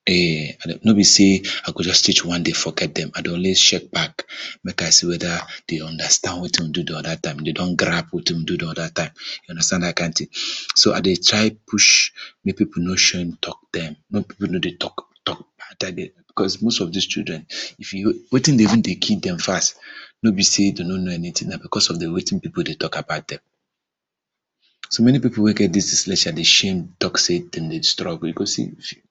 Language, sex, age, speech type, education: Nigerian Pidgin, male, 30-45, spontaneous, tertiary